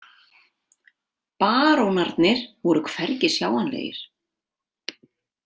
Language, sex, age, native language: Icelandic, female, 30-39, Icelandic